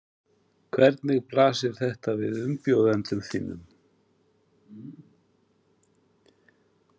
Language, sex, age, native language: Icelandic, male, 40-49, Icelandic